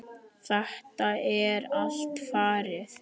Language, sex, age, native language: Icelandic, male, 10, Icelandic